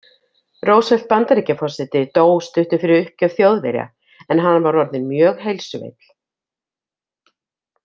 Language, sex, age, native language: Icelandic, female, 50-59, Icelandic